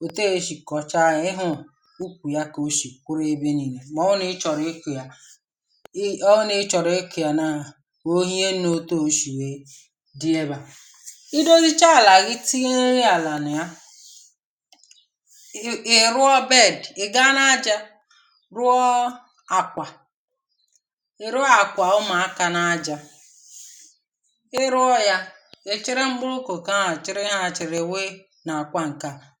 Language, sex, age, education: Igbo, female, 30-45, tertiary